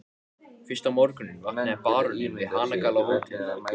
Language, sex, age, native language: Icelandic, male, 14, Icelandic